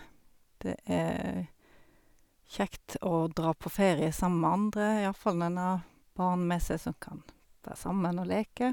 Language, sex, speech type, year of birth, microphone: Norwegian, female, spontaneous, 1972, Sennheiser